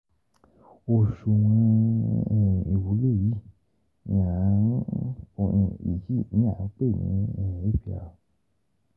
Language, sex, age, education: Yoruba, male, 15-29, tertiary